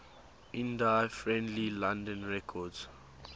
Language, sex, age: English, male, 19